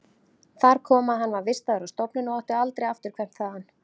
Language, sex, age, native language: Icelandic, female, 30-39, Icelandic